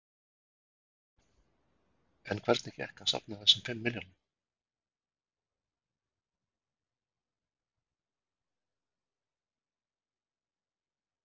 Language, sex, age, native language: Icelandic, male, 60-69, Icelandic